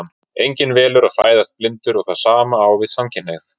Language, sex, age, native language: Icelandic, male, 30-39, Icelandic